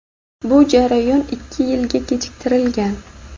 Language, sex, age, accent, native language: Uzbek, female, 19-29, Buxoro, Uzbek